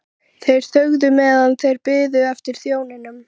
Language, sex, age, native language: Icelandic, female, 13, Icelandic